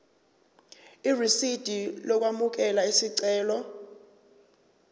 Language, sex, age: Zulu, male, 29